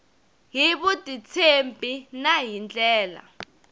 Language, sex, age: Tsonga, female, 22